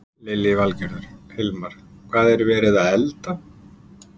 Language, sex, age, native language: Icelandic, male, 50-59, Icelandic